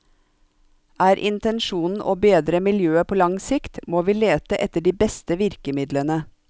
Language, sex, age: Norwegian, female, 45